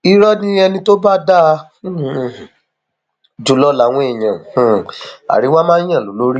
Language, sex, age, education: Yoruba, male, 15-29, tertiary